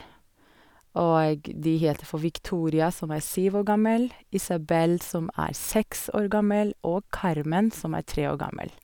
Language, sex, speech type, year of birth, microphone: Norwegian, female, spontaneous, 1984, Sennheiser